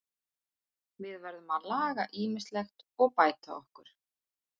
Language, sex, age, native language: Icelandic, female, 40-49, Icelandic